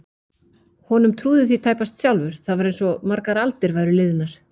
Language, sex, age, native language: Icelandic, female, 40-49, Icelandic